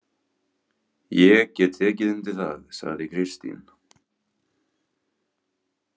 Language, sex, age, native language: Icelandic, male, 18-19, Icelandic